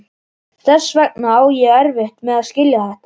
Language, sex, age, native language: Icelandic, male, 11, Icelandic